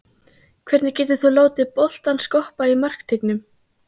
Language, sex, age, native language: Icelandic, female, 15, Icelandic